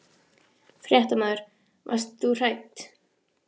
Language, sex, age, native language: Icelandic, female, 14, Icelandic